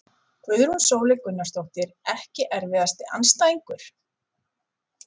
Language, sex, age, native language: Icelandic, female, 40-49, Icelandic